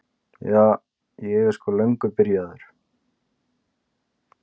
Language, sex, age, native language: Icelandic, male, 20-29, Icelandic